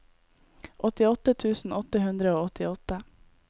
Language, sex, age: Norwegian, female, 18